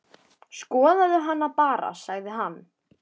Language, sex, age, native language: Icelandic, male, 10, Icelandic